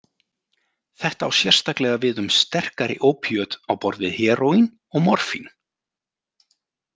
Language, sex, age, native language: Icelandic, male, 40-49, Icelandic